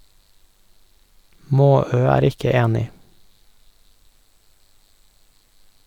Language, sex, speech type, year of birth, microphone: Norwegian, male, read, 1988, Sennheiser